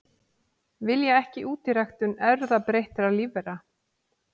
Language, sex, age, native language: Icelandic, female, 40-49, Icelandic